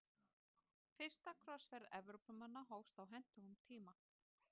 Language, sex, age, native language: Icelandic, female, 30-39, Icelandic